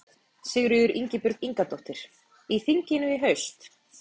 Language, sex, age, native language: Icelandic, female, 30-39, Icelandic